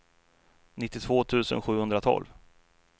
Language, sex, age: Swedish, male, 33